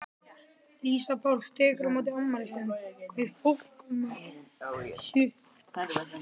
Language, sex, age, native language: Icelandic, male, 12, Icelandic